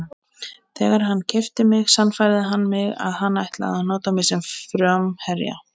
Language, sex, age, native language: Icelandic, female, 20-29, Icelandic